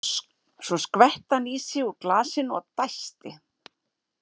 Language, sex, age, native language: Icelandic, female, 40-49, Icelandic